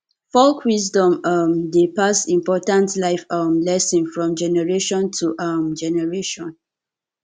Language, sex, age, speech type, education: Nigerian Pidgin, female, 15-29, spontaneous, tertiary